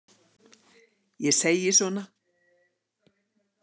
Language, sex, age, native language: Icelandic, female, 60-69, Icelandic